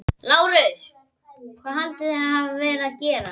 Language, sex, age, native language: Icelandic, female, 12, Icelandic